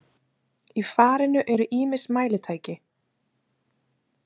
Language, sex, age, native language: Icelandic, female, 30-39, Icelandic